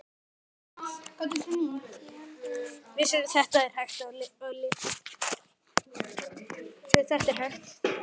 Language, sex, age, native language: Icelandic, male, 9, Icelandic